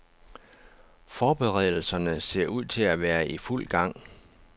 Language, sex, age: Danish, male, 49